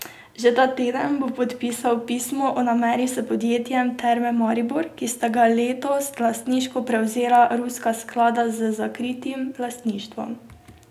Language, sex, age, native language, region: Slovenian, female, 18-29, Slovenian, Drava region